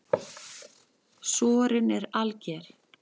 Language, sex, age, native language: Icelandic, male, 10, Icelandic